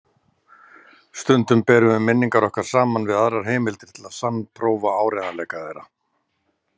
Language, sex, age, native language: Icelandic, male, 60-69, Icelandic